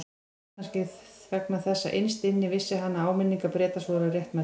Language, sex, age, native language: Icelandic, female, 40-49, Icelandic